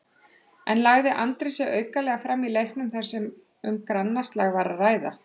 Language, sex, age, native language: Icelandic, female, 30-39, Icelandic